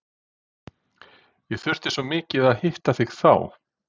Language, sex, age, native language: Icelandic, male, 40-49, Icelandic